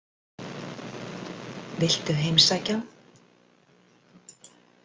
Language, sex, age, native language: Icelandic, female, 60-69, Icelandic